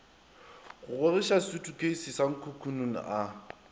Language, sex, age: Northern Sotho, male, 23